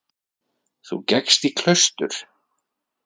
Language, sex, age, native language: Icelandic, male, 30-39, Icelandic